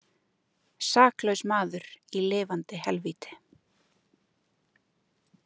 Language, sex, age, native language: Icelandic, female, 30-39, Icelandic